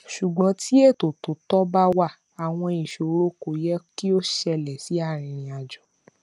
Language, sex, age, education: Yoruba, female, 15-29, tertiary